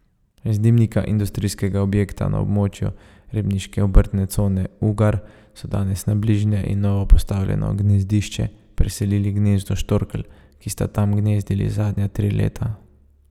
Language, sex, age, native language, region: Slovenian, male, 30-49, Slovenian, Savinja region